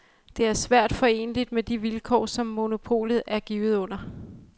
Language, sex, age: Danish, female, 35